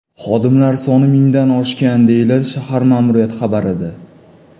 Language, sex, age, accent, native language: Uzbek, male, 25-34, Toshkent shahri, Uzbek